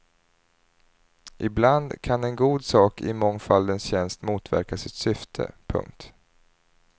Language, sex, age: Swedish, male, 30